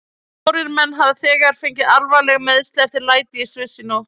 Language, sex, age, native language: Icelandic, female, 20-29, Icelandic